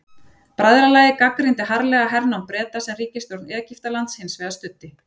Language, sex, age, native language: Icelandic, female, 40-49, Icelandic